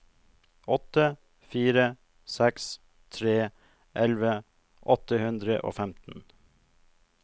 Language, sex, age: Norwegian, male, 42